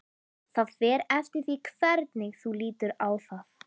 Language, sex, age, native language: Icelandic, female, 13, Icelandic